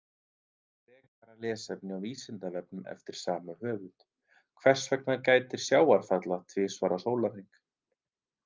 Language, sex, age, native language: Icelandic, male, 30-39, Icelandic